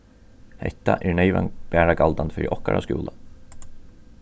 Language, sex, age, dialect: Faroese, male, 36-60, Norðurstreymoy/Eysturoy